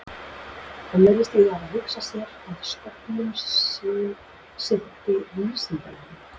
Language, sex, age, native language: Icelandic, female, 40-49, Icelandic